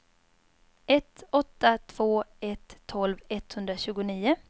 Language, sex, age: Swedish, female, 22